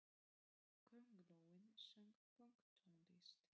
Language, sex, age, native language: Icelandic, female, 30-39, Polish